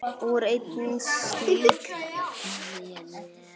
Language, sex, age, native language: Icelandic, male, 9, Icelandic